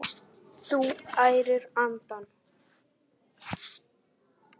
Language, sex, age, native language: Icelandic, male, 8, Icelandic